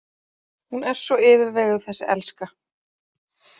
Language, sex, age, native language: Icelandic, female, 30-39, Icelandic